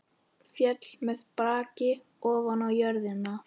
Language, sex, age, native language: Icelandic, male, 13, Icelandic